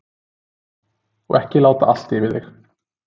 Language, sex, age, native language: Icelandic, male, 30-39, Icelandic